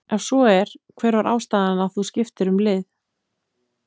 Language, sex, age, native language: Icelandic, female, 30-39, Icelandic